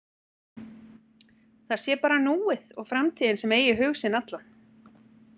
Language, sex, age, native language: Icelandic, female, 40-49, Icelandic